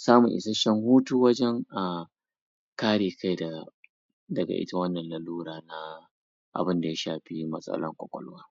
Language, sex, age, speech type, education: Hausa, male, 30-45, spontaneous, tertiary